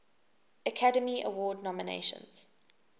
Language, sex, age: English, female, 19